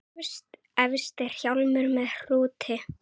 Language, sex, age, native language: Icelandic, female, 8, Icelandic